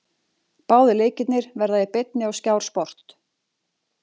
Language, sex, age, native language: Icelandic, female, 40-49, Icelandic